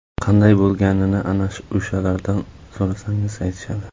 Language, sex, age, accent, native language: Uzbek, male, 25-34, Samarqand, Uzbek